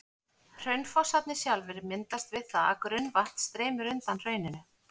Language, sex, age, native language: Icelandic, female, 40-49, Icelandic